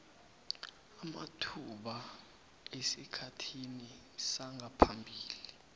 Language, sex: South Ndebele, male